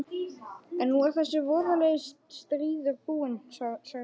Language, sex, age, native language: Icelandic, male, 11, Icelandic